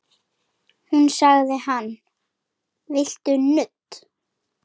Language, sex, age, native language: Icelandic, female, 10, Icelandic